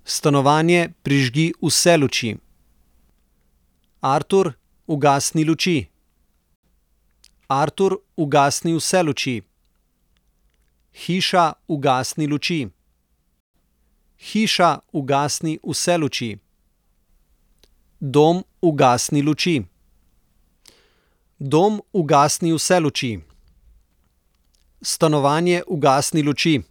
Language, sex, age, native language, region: Slovenian, male, 30-49, Slovenian, Southeast Slovenia